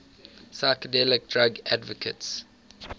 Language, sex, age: English, male, 18